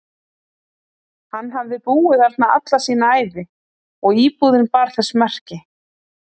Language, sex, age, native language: Icelandic, female, 40-49, Icelandic